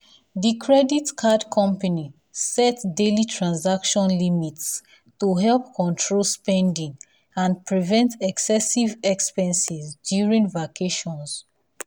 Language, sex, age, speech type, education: Nigerian Pidgin, female, 15-29, spontaneous, tertiary